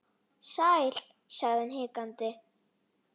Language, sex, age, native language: Icelandic, female, 9, Icelandic